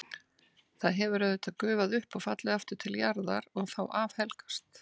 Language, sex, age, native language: Icelandic, female, 60-69, Icelandic